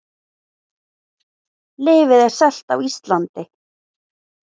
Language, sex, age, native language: Icelandic, female, 20-29, Icelandic